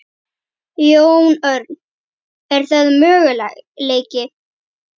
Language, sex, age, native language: Icelandic, female, 11, Icelandic